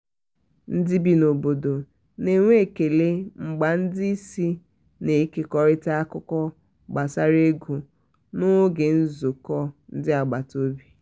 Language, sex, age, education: Igbo, female, 30-45, tertiary